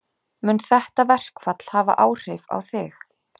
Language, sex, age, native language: Icelandic, female, 30-39, Icelandic